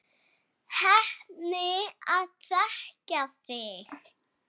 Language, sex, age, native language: Icelandic, female, 7, Icelandic